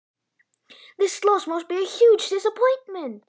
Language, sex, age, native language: Icelandic, male, 11, Icelandic